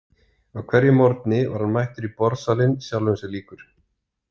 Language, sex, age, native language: Icelandic, male, 30-39, Icelandic